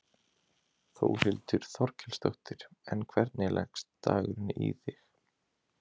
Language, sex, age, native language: Icelandic, male, 20-29, Icelandic